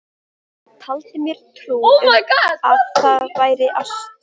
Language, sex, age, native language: Icelandic, female, 13, Icelandic